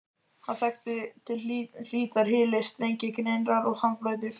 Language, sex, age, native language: Icelandic, male, 12, Icelandic